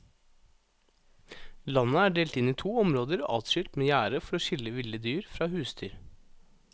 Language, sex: Norwegian, male